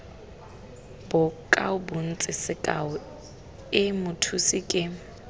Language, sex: Tswana, female